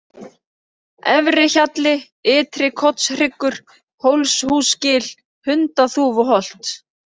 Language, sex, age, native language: Icelandic, female, 30-39, Icelandic